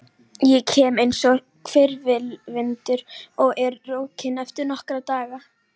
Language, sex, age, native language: Icelandic, female, 11, Icelandic